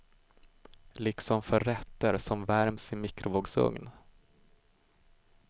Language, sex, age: Swedish, male, 25